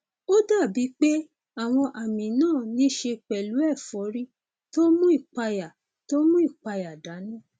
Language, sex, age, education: Yoruba, female, 30-45, tertiary